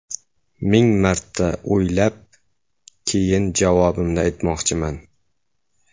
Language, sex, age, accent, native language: Uzbek, male, 25-34, Samarqand, Uzbek